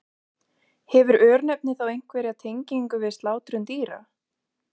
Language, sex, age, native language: Icelandic, female, 20-29, Icelandic